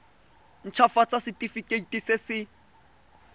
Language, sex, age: Tswana, male, 25